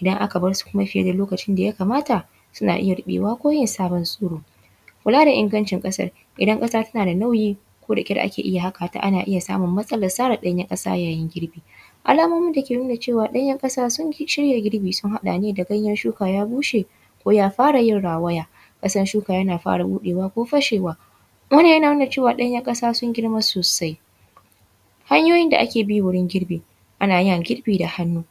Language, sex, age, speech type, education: Hausa, female, 15-29, spontaneous, tertiary